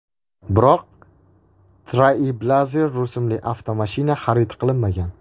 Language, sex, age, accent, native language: Uzbek, male, 18-24, Andijon, Uzbek